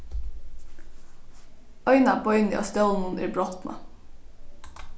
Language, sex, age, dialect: Faroese, female, 15-35, Norðurstreymoy/Eysturoy